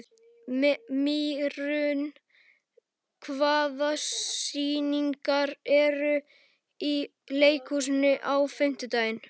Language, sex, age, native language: Icelandic, male, 11, Icelandic